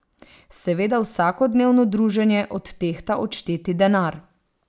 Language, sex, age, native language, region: Slovenian, female, 30-49, Slovenian, Savinja region